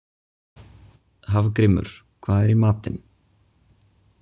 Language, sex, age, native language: Icelandic, male, 20-29, Icelandic